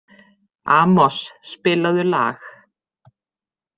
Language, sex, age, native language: Icelandic, female, 50-59, Icelandic